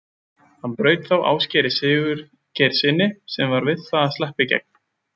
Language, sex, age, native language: Icelandic, male, 20-29, Icelandic